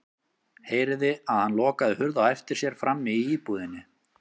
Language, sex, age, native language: Icelandic, male, 30-39, Icelandic